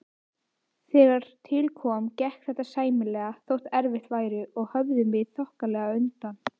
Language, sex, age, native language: Icelandic, female, 18-19, Icelandic